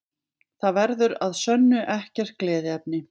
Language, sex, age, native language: Icelandic, female, 20-29, Icelandic